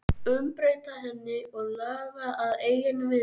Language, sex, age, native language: Icelandic, male, 13, Icelandic